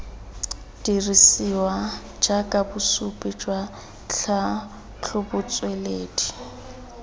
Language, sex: Tswana, female